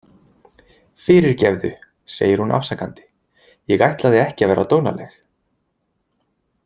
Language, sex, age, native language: Icelandic, male, 20-29, Icelandic